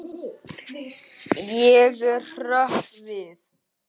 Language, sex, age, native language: Icelandic, female, 8, Icelandic